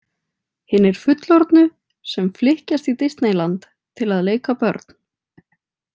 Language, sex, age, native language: Icelandic, female, 20-29, Icelandic